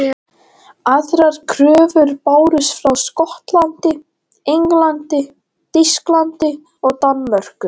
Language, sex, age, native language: Icelandic, male, 12, Latvian